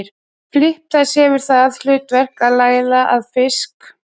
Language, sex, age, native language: Icelandic, female, 30-39, Icelandic